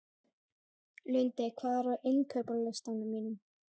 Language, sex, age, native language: Icelandic, male, 11, Icelandic